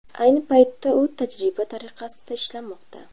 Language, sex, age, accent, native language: Uzbek, female, 25-34, Surxondaryo, Uzbek